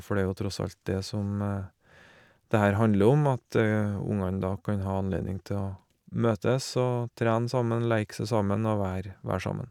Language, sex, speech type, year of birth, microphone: Norwegian, male, spontaneous, 1970, Shure